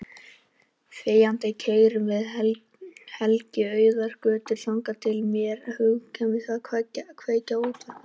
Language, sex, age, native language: Icelandic, male, 18-19, Icelandic